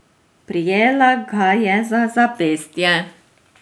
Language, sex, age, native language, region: Slovenian, female, 30-49, Slovenian, Drava region